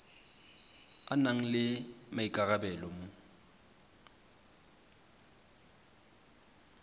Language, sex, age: Tswana, male, 23